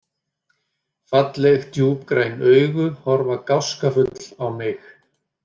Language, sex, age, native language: Icelandic, male, 30-39, Icelandic